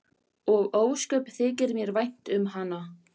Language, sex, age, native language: Icelandic, female, 14, Icelandic